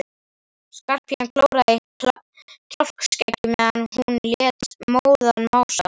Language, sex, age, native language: Icelandic, male, 11, Icelandic